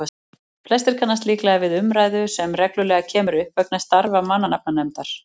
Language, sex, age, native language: Icelandic, female, 40-49, Icelandic